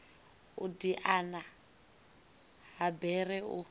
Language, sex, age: Venda, female, 18